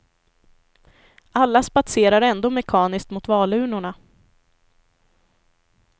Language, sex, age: Swedish, female, 25